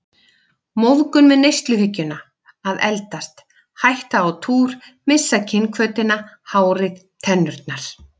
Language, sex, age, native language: Icelandic, female, 50-59, Icelandic